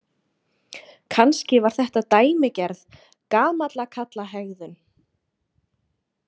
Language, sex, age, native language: Icelandic, female, 20-29, Icelandic